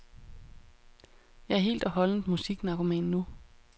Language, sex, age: Danish, female, 31